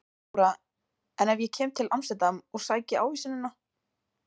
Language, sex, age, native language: Icelandic, female, 20-29, Icelandic